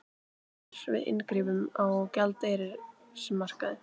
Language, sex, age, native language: Icelandic, female, 18-19, Icelandic